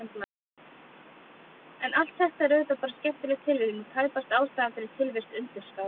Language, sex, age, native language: Icelandic, female, 30-39, Icelandic